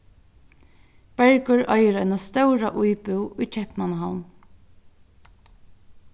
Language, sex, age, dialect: Faroese, female, 36-60, Norðurstreymoy/Eysturoy